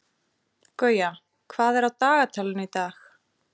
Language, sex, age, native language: Icelandic, female, 30-39, Icelandic